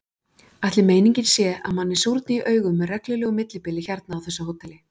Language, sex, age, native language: Icelandic, female, 40-49, Icelandic